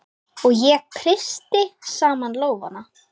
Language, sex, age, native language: Icelandic, female, 10, Icelandic